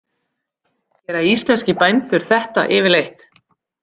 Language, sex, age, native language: Icelandic, female, 40-49, Icelandic